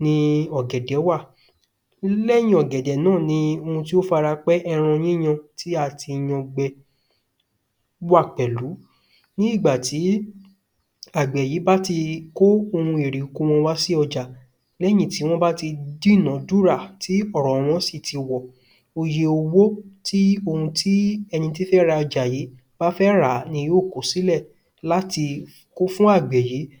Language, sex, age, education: Yoruba, male, 15-29, tertiary